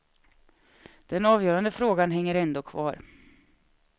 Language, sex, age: Swedish, female, 36